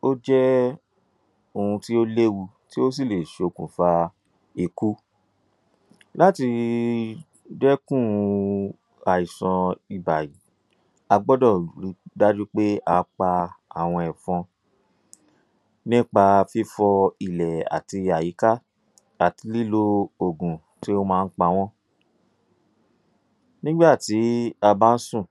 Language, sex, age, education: Yoruba, male, 30-45, tertiary